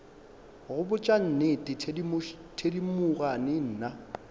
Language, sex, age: Northern Sotho, male, 22